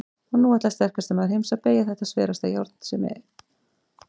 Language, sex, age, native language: Icelandic, female, 40-49, Icelandic